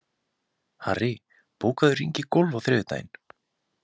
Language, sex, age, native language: Icelandic, male, 20-29, Icelandic